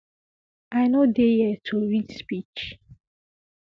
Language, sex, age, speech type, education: Nigerian Pidgin, female, 15-29, spontaneous, secondary